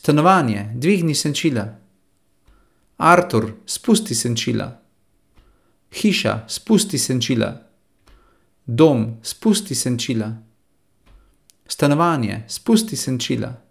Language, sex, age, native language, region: Slovenian, male, 30-49, Slovenian, Central Slovenia